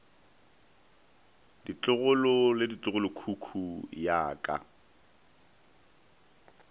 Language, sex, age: Northern Sotho, male, 19